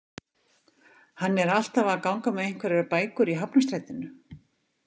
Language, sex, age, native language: Icelandic, female, 50-59, Icelandic